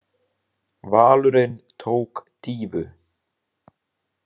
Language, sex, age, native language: Icelandic, male, 30-39, Icelandic